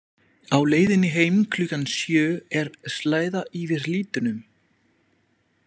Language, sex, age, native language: Icelandic, male, 20-29, French